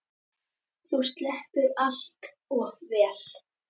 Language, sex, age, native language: Icelandic, female, 10, Icelandic